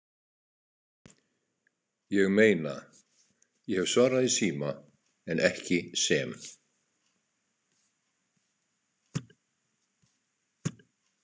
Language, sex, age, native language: Icelandic, male, 60-69, Icelandic